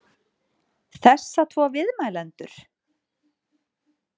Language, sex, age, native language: Icelandic, female, 30-39, Icelandic